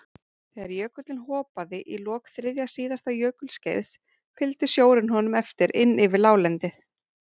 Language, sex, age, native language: Icelandic, female, 40-49, Icelandic